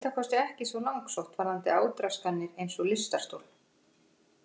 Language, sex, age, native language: Icelandic, female, 50-59, Icelandic